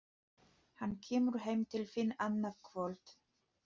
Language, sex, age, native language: Icelandic, female, 30-39, Polish